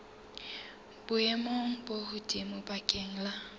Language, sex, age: Southern Sotho, female, 19